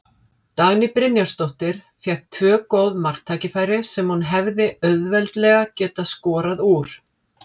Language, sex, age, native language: Icelandic, female, 50-59, Icelandic